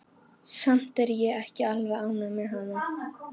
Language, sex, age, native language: Icelandic, female, 12, Icelandic